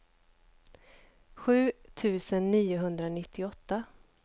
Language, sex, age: Swedish, female, 29